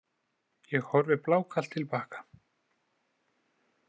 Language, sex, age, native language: Icelandic, male, 20-29, Icelandic